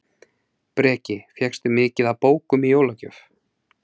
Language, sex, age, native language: Icelandic, male, 30-39, Icelandic